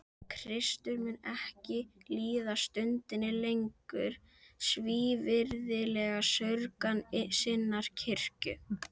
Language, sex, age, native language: Icelandic, female, 11, Icelandic